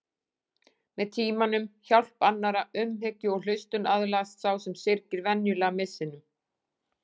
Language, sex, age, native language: Icelandic, female, 40-49, Icelandic